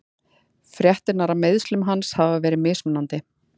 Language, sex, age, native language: Icelandic, female, 30-39, Icelandic